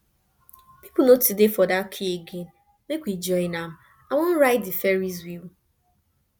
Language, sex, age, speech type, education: Nigerian Pidgin, female, 15-29, spontaneous, tertiary